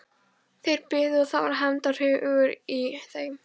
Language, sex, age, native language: Icelandic, female, 14, Icelandic